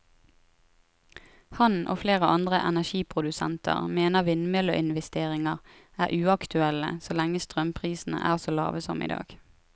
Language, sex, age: Norwegian, female, 23